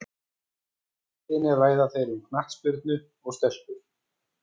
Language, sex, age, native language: Icelandic, female, 14, Icelandic